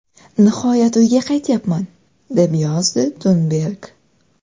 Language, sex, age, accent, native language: Uzbek, female, 12-17, Toshkent shahri, Uzbek